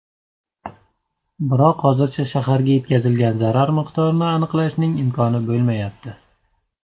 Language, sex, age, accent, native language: Uzbek, male, 30-39, Navoiy, Uzbek